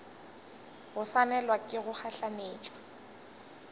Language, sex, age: Northern Sotho, female, 20